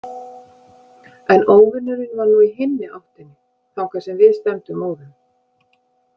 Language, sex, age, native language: Icelandic, female, 50-59, Icelandic